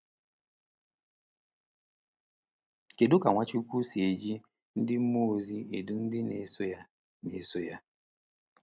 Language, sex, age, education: Igbo, male, 30-45, tertiary